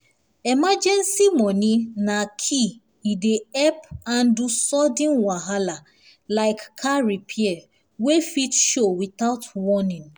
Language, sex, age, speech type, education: Nigerian Pidgin, female, 15-29, spontaneous, tertiary